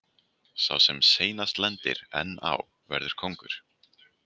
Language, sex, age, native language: Icelandic, female, 20-29, Icelandic